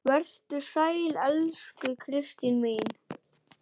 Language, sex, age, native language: Icelandic, male, 8, Icelandic